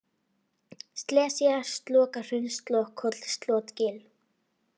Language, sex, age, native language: Icelandic, female, 40-49, Icelandic